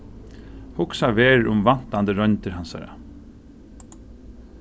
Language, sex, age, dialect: Faroese, male, 36-60, Suðurstreymoy